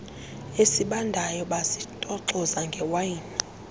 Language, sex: Xhosa, female